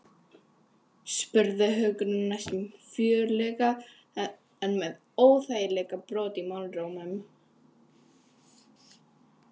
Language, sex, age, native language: Icelandic, female, 11, Icelandic